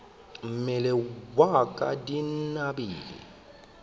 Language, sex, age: Northern Sotho, male, 25